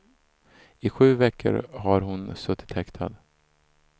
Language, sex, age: Swedish, male, 34